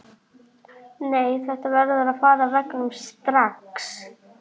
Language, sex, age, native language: Icelandic, male, 11, Icelandic